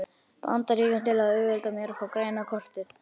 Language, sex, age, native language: Icelandic, male, 11, Icelandic